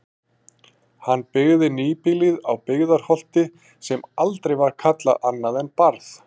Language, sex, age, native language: Icelandic, male, 40-49, Icelandic